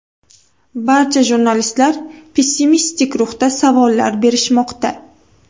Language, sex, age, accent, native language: Uzbek, female, 18-24, Toshkent viloyati, Uzbek